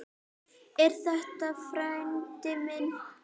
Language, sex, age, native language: Icelandic, female, 9, Icelandic